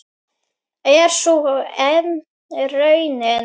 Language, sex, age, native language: Icelandic, female, 9, Icelandic